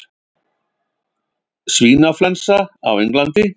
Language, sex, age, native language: Icelandic, male, 50-59, Icelandic